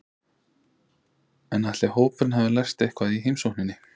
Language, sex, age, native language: Icelandic, male, 30-39, Icelandic